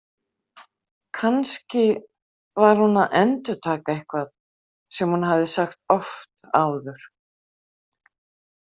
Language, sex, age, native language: Icelandic, female, 50-59, Icelandic